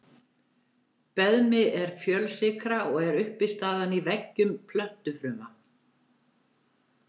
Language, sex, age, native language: Icelandic, female, 70-79, Icelandic